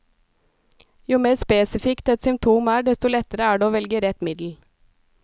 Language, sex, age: Norwegian, female, 37